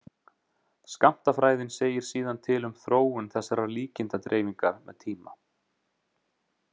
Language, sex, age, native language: Icelandic, male, 30-39, Icelandic